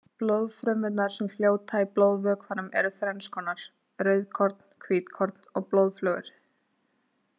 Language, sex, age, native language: Icelandic, female, 20-29, Icelandic